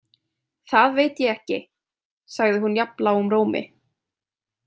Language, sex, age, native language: Icelandic, female, 20-29, Icelandic